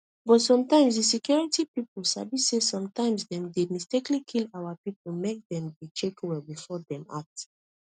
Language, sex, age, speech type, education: Nigerian Pidgin, female, 15-29, spontaneous, tertiary